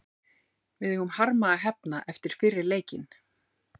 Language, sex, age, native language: Icelandic, female, 40-49, Icelandic